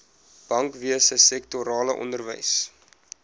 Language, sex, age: Afrikaans, male, 20